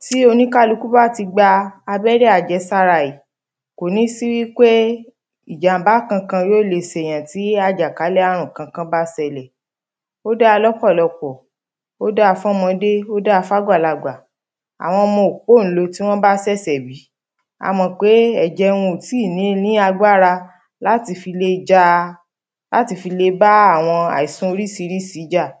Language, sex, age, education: Yoruba, female, 30-45, primary